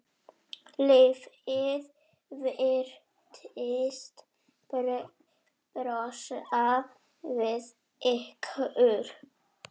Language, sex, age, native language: Icelandic, female, 7, Polish